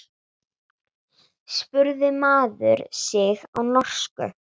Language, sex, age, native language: Icelandic, female, 9, Icelandic